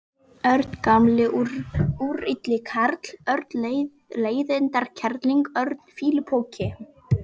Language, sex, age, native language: Icelandic, female, 11, Icelandic